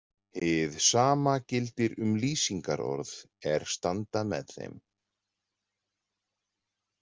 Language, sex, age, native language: Icelandic, male, 40-49, Icelandic